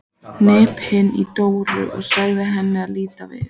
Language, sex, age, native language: Icelandic, female, 14, Icelandic